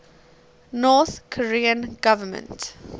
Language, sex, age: English, female, 19